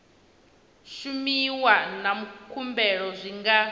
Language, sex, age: Venda, female, 19